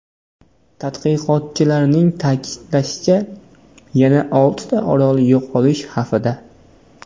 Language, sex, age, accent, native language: Uzbek, male, 18-24, Namangan, Uzbek